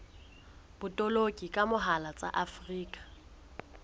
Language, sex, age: Southern Sotho, female, 20